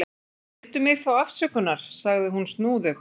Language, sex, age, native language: Icelandic, female, 40-49, Icelandic